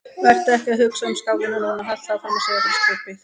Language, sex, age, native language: Icelandic, female, 30-39, Icelandic